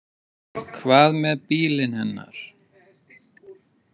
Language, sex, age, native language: Icelandic, male, 30-39, Icelandic